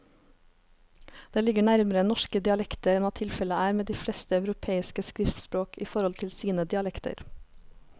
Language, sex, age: Norwegian, female, 23